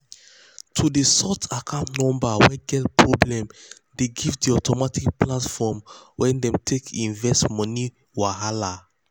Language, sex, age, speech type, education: Nigerian Pidgin, male, 15-29, spontaneous, tertiary